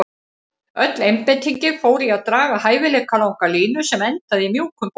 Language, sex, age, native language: Icelandic, female, 50-59, Icelandic